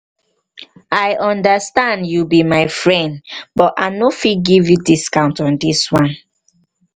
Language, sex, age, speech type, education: Nigerian Pidgin, female, 15-29, spontaneous, tertiary